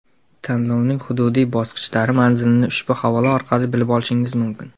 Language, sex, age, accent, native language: Uzbek, male, 19-29, Jizzax, Uzbek